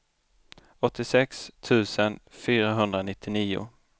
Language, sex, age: Swedish, male, 29